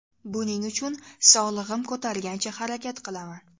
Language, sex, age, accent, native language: Uzbek, female, 12-17, Toshkent shahri, Uzbek